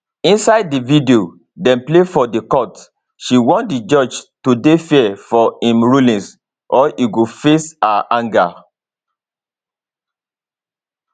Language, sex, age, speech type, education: Nigerian Pidgin, male, 30-45, spontaneous, tertiary